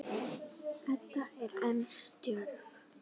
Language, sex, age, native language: Icelandic, female, 9, Icelandic